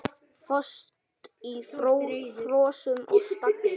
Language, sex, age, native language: Icelandic, male, 9, Icelandic